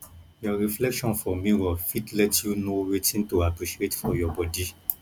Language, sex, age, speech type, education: Nigerian Pidgin, male, 15-29, spontaneous, tertiary